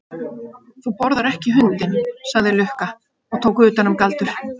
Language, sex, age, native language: Icelandic, female, 50-59, Icelandic